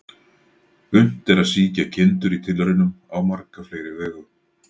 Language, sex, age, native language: Icelandic, male, 40-49, Icelandic